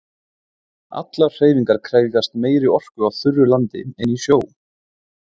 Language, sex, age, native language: Icelandic, male, 20-29, Icelandic